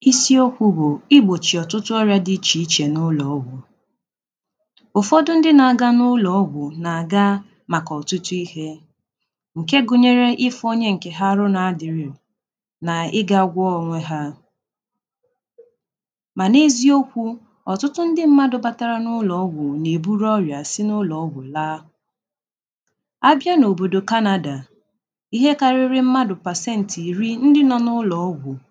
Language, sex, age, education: Igbo, female, 15-29, tertiary